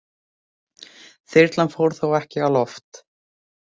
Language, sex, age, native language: Icelandic, female, 18-19, Icelandic